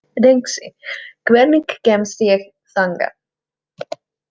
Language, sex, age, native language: Icelandic, female, 30-39, Czech